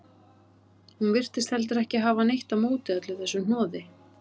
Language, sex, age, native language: Icelandic, female, 30-39, Icelandic